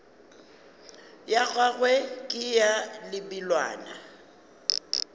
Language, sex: Northern Sotho, female